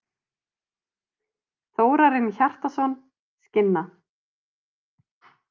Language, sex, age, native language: Icelandic, female, 30-39, Icelandic